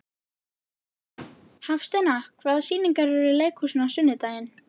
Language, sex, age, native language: Icelandic, female, 11, Icelandic